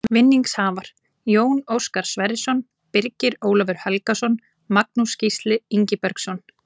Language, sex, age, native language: Icelandic, female, 20-29, Icelandic